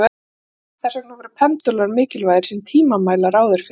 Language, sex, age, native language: Icelandic, female, 40-49, Icelandic